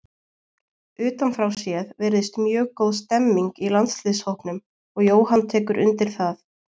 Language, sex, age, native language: Icelandic, female, 20-29, Icelandic